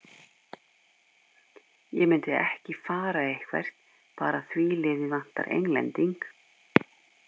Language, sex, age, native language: Icelandic, female, 50-59, Icelandic